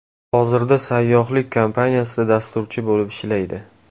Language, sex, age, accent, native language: Uzbek, male, 18-24, Toshkent shahri, Uzbek